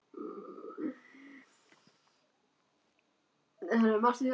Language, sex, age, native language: Icelandic, other, 50-59, Icelandic